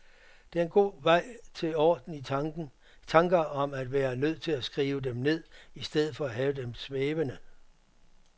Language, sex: Danish, male